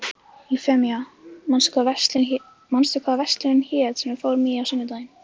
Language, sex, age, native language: Icelandic, female, 15, Icelandic